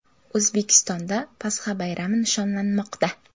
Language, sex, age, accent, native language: Uzbek, female, 18-24, Samarqand, Uzbek